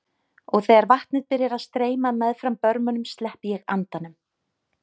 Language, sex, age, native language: Icelandic, female, 30-39, Icelandic